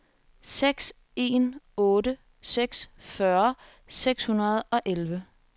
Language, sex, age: Danish, female, 21